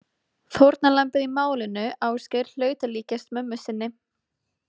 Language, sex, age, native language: Icelandic, female, 20-29, Icelandic